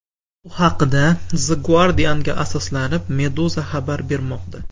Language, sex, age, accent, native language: Uzbek, male, 19-29, Farg'ona, Uzbek